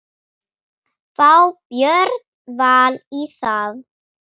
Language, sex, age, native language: Icelandic, female, 9, Icelandic